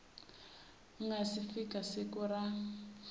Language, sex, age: Tsonga, female, 18